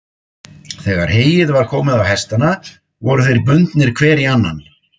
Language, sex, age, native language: Icelandic, male, 50-59, Icelandic